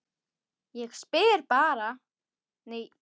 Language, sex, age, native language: Icelandic, female, 10, Icelandic